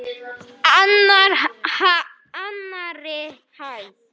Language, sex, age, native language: Icelandic, male, 9, Icelandic